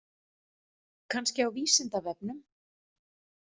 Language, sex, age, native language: Icelandic, female, 40-49, Icelandic